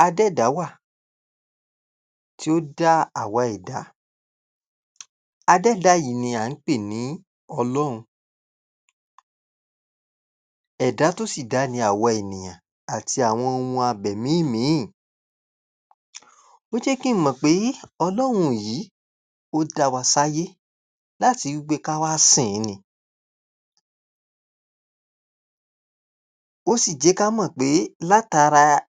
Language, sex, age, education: Yoruba, male, 46-60, tertiary